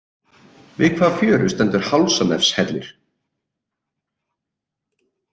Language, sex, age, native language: Icelandic, male, 30-39, Icelandic